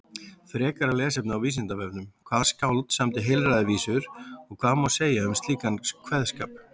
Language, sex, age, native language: Icelandic, male, 40-49, Icelandic